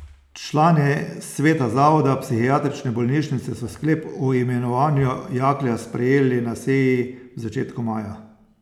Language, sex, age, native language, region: Slovenian, male, 60+, Slovenian, Posavska region